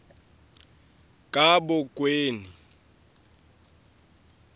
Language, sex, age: Swati, male, 23